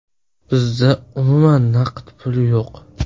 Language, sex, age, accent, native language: Uzbek, male, 18-24, Surxondaryo, Uzbek